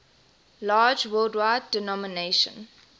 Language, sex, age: English, female, 20